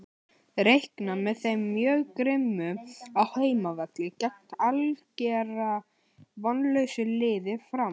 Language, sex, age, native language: Icelandic, male, 18-19, Icelandic